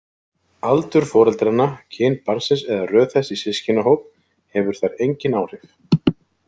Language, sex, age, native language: Icelandic, male, 30-39, Icelandic